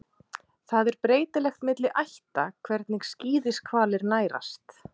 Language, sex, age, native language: Icelandic, female, 30-39, Icelandic